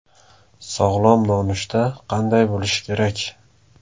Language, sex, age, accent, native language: Uzbek, male, 18-24, Samarqand, Uzbek